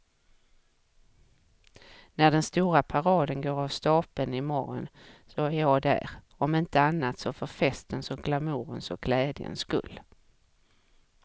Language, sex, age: Swedish, female, 44